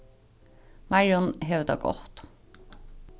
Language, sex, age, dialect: Faroese, female, 15-35, Sandoy